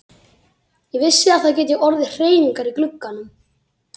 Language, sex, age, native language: Icelandic, female, 30-39, Icelandic